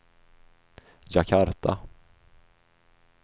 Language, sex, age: Swedish, male, 25